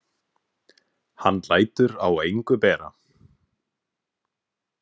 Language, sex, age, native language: Icelandic, male, 18-19, Icelandic